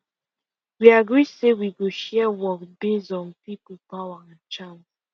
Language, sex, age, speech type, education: Nigerian Pidgin, female, 15-29, spontaneous, secondary